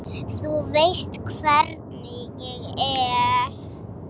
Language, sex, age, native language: Icelandic, female, 7, Icelandic